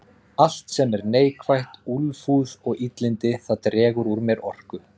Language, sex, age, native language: Icelandic, male, 30-39, Icelandic